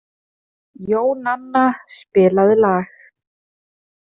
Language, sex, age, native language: Icelandic, female, 30-39, Icelandic